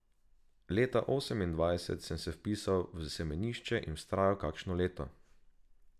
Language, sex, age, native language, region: Slovenian, male, 18-29, Slovenian, Drava region